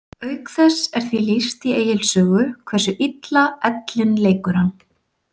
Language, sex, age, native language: Icelandic, female, 40-49, Icelandic